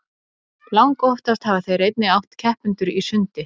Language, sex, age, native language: Icelandic, female, 40-49, Icelandic